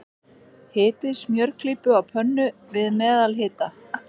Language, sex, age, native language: Icelandic, female, 40-49, Icelandic